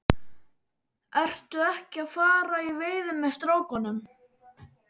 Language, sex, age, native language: Icelandic, male, 12, Icelandic